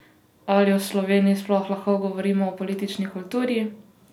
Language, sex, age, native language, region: Slovenian, female, 18-29, Slovenian, Posavska region